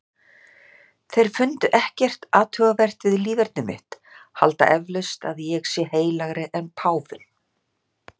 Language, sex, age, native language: Icelandic, female, 60-69, Icelandic